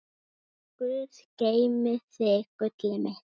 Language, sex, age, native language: Icelandic, female, 9, Icelandic